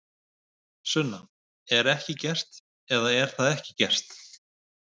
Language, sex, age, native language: Icelandic, male, 50-59, Icelandic